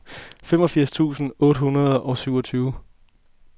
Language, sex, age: Danish, male, 20